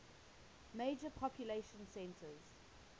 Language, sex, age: English, female, 20